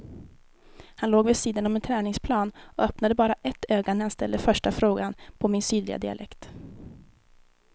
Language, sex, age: Swedish, female, 19